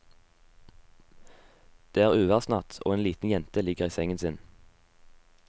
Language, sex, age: Norwegian, male, 18